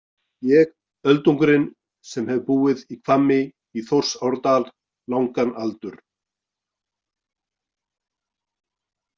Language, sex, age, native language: Icelandic, male, 40-49, Icelandic